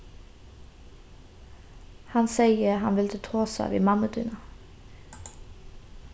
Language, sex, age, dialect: Faroese, female, 15-35, Norðurstreymoy/Eysturoy